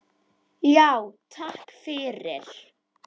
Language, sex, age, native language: Icelandic, female, 10, Icelandic